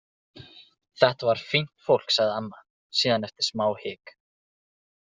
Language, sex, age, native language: Icelandic, male, 20-29, Icelandic